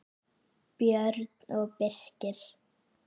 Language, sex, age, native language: Icelandic, female, 9, Icelandic